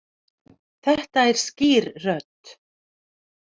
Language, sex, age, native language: Icelandic, female, 40-49, Icelandic